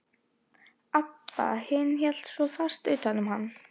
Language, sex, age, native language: Icelandic, female, 11, Icelandic